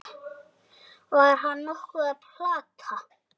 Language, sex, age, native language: Icelandic, male, 7, Icelandic